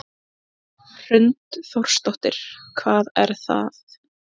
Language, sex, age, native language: Icelandic, female, 20-29, Icelandic